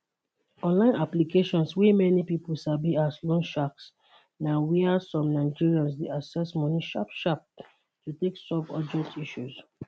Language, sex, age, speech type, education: Nigerian Pidgin, female, 30-45, spontaneous, tertiary